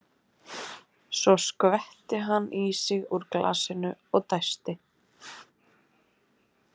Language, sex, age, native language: Icelandic, female, 30-39, Icelandic